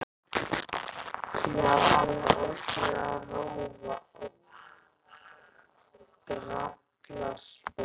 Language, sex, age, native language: Icelandic, male, 11, Icelandic